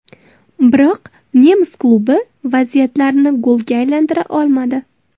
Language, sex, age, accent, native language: Uzbek, female, 18-24, Toshkent viloyati, Uzbek